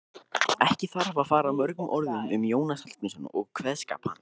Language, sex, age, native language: Icelandic, male, 20-29, Icelandic